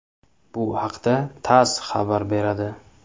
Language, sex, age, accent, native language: Uzbek, male, 25-34, Samarqand, Uzbek